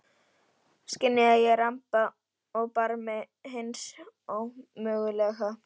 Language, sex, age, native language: Icelandic, female, 11, Icelandic